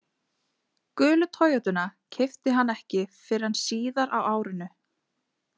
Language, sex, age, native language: Icelandic, female, 20-29, Icelandic